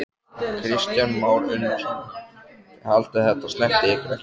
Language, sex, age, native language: Icelandic, male, 14, Icelandic